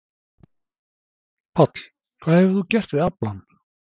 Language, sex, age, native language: Icelandic, male, 60-69, Icelandic